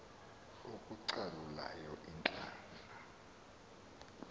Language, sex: Xhosa, male